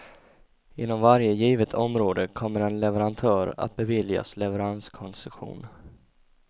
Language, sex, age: Swedish, male, 20